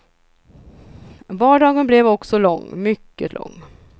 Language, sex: Swedish, female